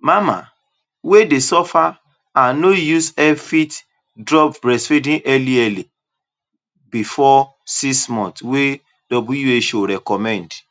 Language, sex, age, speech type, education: Nigerian Pidgin, male, 30-45, spontaneous, tertiary